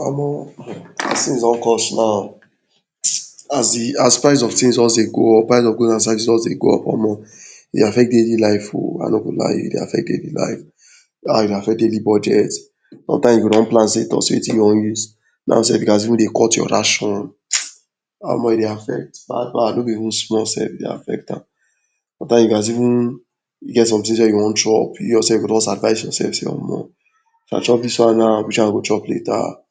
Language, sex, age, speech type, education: Nigerian Pidgin, male, 46-60, spontaneous, tertiary